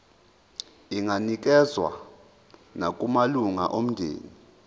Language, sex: Zulu, male